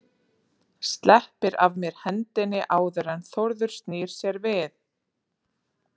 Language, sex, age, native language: Icelandic, female, 30-39, Icelandic